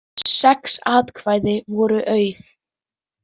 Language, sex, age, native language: Icelandic, female, 18-19, Icelandic